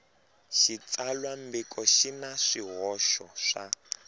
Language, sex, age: Tsonga, male, 22